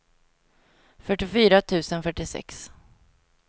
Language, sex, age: Swedish, female, 22